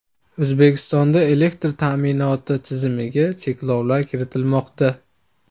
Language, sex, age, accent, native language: Uzbek, male, 18-24, Andijon, Uzbek